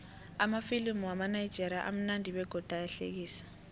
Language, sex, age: South Ndebele, female, 18